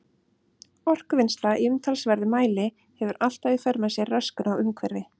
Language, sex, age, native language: Icelandic, female, 30-39, Icelandic